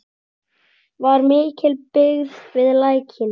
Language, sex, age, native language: Icelandic, male, 9, Icelandic